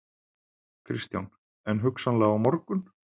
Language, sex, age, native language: Icelandic, male, 20-29, Icelandic